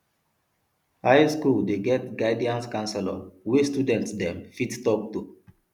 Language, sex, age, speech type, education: Nigerian Pidgin, male, 30-45, spontaneous, tertiary